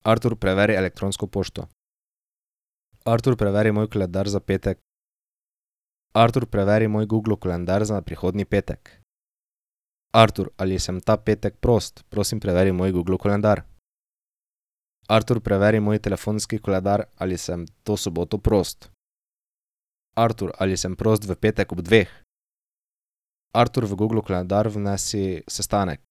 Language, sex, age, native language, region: Slovenian, male, 18-29, Slovenian, Drava region